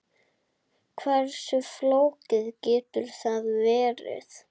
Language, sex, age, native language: Icelandic, female, 7, Icelandic